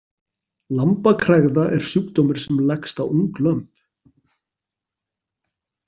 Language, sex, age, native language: Icelandic, male, 40-49, Icelandic